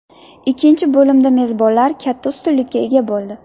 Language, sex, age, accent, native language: Uzbek, female, under 19, Navoiy, Uzbek